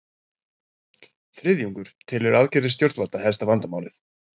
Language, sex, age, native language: Icelandic, male, 20-29, Icelandic